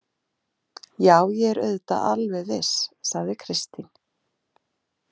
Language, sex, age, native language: Icelandic, female, 40-49, Icelandic